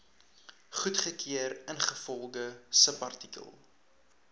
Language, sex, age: Afrikaans, male, 19